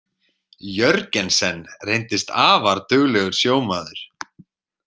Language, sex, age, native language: Icelandic, male, 30-39, Icelandic